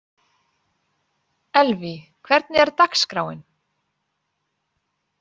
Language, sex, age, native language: Icelandic, female, 40-49, Icelandic